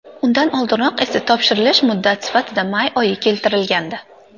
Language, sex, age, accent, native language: Uzbek, female, 18-24, Andijon, Uzbek